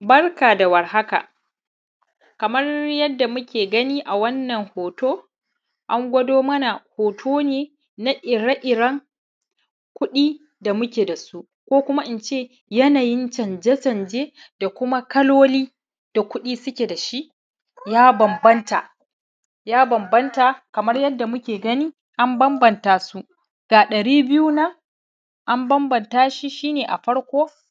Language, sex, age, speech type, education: Hausa, male, 15-29, spontaneous, primary